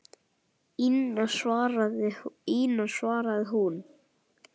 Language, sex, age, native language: Icelandic, male, 9, Icelandic